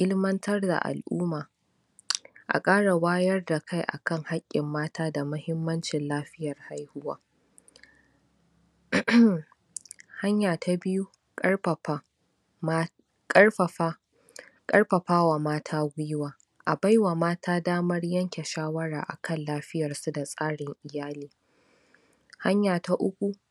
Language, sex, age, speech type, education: Hausa, female, 46-60, spontaneous, tertiary